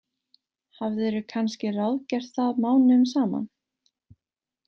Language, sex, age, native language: Icelandic, female, 18-19, Icelandic